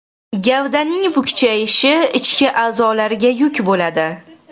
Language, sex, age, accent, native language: Uzbek, female, 18-24, Toshkent shahri, Uzbek